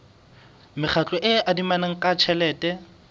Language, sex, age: Southern Sotho, male, 22